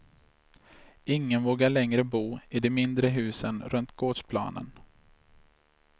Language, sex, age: Swedish, male, 26